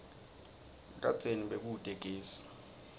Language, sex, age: Swati, male, 20